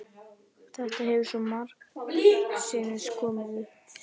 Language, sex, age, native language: Icelandic, female, 11, Icelandic